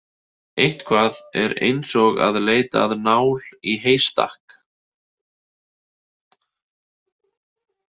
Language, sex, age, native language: Icelandic, male, 30-39, Icelandic